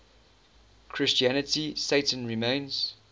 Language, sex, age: English, male, 19